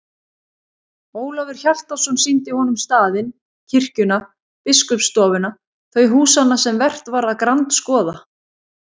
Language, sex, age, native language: Icelandic, female, 30-39, Icelandic